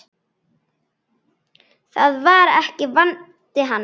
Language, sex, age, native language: Icelandic, female, 9, Icelandic